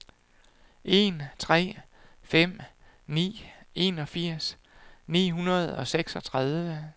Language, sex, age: Danish, male, 48